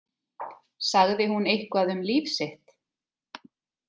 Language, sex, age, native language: Icelandic, female, 30-39, Icelandic